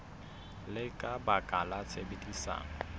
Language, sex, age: Southern Sotho, male, 21